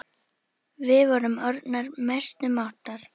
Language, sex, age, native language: Icelandic, female, 10, Icelandic